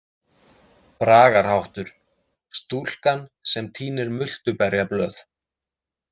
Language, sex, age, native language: Icelandic, male, 30-39, Icelandic